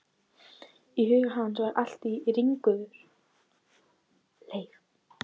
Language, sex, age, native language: Icelandic, female, 12, Icelandic